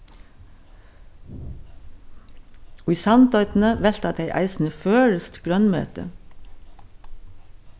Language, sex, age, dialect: Faroese, female, 61+, Suðurstreymoy